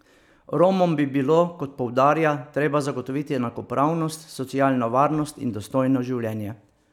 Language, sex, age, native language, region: Slovenian, male, 50-59, Slovenian, Savinja region